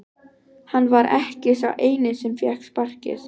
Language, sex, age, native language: Icelandic, female, 12, Icelandic